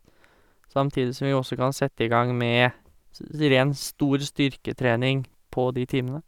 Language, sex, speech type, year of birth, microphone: Norwegian, male, spontaneous, 1986, Sennheiser